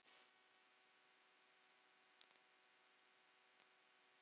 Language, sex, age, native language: Icelandic, female, 9, Icelandic